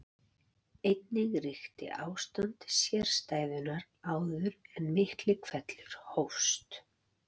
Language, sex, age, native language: Icelandic, female, 40-49, Icelandic